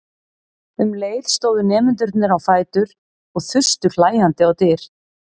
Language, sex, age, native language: Icelandic, female, 40-49, Icelandic